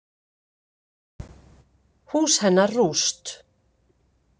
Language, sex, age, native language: Icelandic, female, 50-59, Icelandic